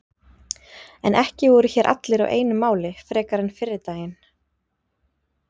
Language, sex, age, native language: Icelandic, female, 30-39, Icelandic